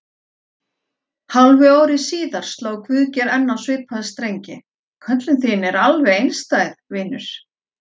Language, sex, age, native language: Icelandic, female, 40-49, Icelandic